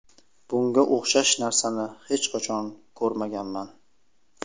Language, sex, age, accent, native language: Uzbek, male, 25-34, Sirdaryo, Uzbek